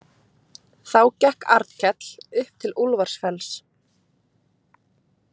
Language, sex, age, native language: Icelandic, female, 20-29, Icelandic